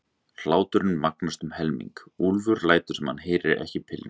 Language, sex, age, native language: Icelandic, male, 30-39, Icelandic